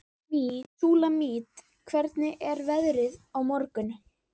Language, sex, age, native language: Icelandic, female, 11, Icelandic